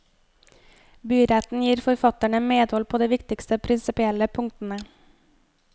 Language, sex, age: Norwegian, female, 25